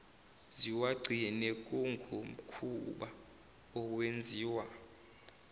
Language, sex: Zulu, male